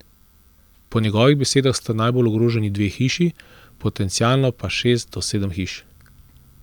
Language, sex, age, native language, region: Slovenian, male, 30-49, Slovenian, Central Slovenia